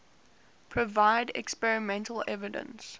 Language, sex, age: English, female, 18